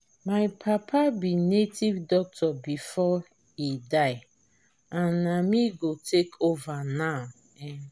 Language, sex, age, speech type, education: Nigerian Pidgin, female, 30-45, spontaneous, tertiary